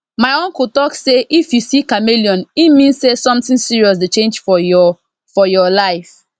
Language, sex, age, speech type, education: Nigerian Pidgin, female, 30-45, spontaneous, tertiary